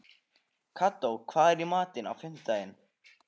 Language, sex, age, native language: Icelandic, male, 15, Icelandic